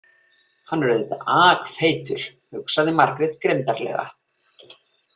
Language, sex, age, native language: Icelandic, female, 40-49, Icelandic